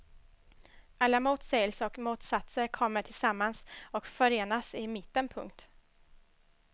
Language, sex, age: Swedish, female, 21